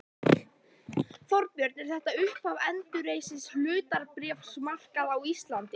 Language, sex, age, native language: Icelandic, female, 11, Icelandic